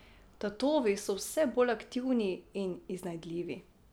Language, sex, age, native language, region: Slovenian, female, 18-29, Slovenian, Drava region